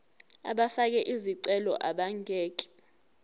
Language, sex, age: Zulu, female, 18